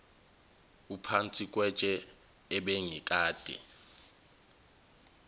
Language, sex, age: Zulu, male, 21